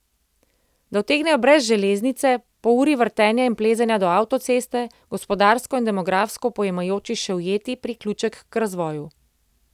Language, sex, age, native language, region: Slovenian, female, 30-49, Slovenian, Central Slovenia